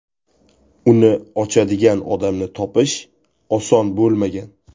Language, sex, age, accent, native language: Uzbek, male, 18-24, Toshkent viloyati, Uzbek